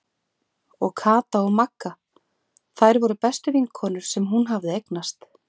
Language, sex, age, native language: Icelandic, female, 40-49, Icelandic